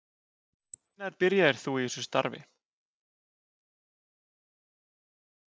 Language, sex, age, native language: Icelandic, male, 30-39, Icelandic